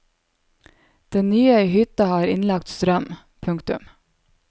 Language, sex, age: Norwegian, female, 27